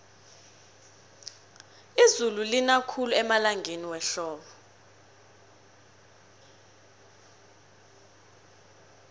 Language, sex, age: South Ndebele, female, 21